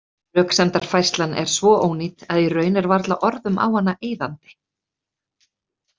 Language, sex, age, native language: Icelandic, female, 30-39, Icelandic